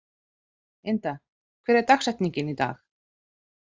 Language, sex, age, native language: Icelandic, female, 40-49, Icelandic